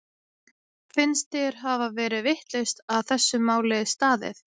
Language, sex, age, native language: Icelandic, female, 20-29, Icelandic